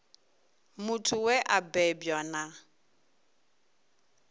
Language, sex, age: Venda, female, 22